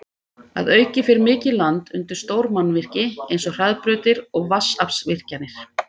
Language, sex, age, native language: Icelandic, female, 50-59, Icelandic